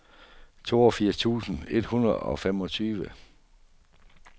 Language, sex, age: Danish, male, 48